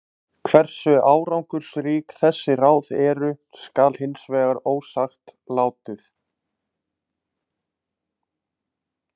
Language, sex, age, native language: Icelandic, male, 20-29, Icelandic